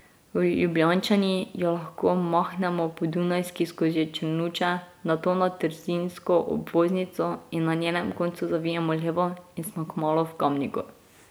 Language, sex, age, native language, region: Slovenian, female, 18-29, Slovenian, Drava region